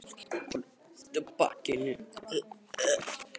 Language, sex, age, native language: Icelandic, male, 18-19, Icelandic